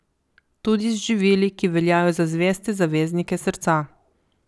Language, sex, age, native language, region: Slovenian, female, 50-59, Slovenian, Coastal Karst region